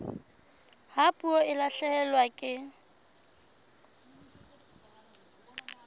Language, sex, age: Southern Sotho, female, 22